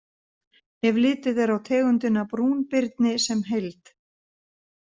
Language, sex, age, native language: Icelandic, female, 50-59, Icelandic